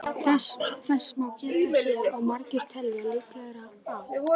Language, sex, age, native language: Icelandic, male, 11, Icelandic